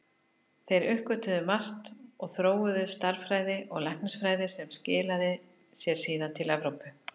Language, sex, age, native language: Icelandic, female, 50-59, Icelandic